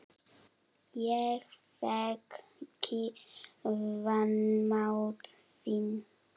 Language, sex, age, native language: Icelandic, female, 7, Icelandic